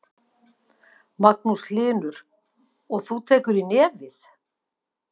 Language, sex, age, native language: Icelandic, female, 50-59, Icelandic